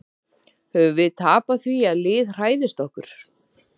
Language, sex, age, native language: Icelandic, female, 30-39, Icelandic